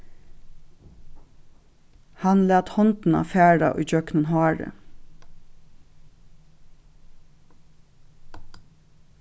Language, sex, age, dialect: Faroese, female, 36-60, Suðurstreymoy